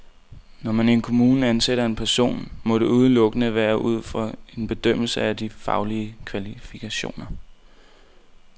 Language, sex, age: Danish, male, 19